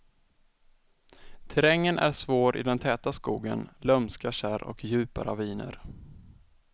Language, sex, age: Swedish, male, 20